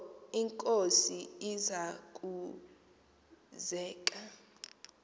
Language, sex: Xhosa, female